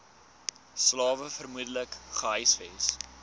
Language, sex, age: Afrikaans, male, 19